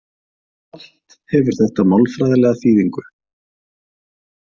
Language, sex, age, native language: Icelandic, male, 30-39, Icelandic